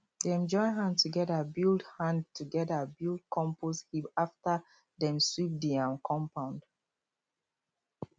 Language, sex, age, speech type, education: Nigerian Pidgin, female, 30-45, spontaneous, tertiary